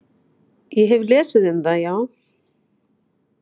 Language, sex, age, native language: Icelandic, female, 40-49, Icelandic